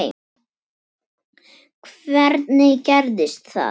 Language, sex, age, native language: Icelandic, female, 10, Icelandic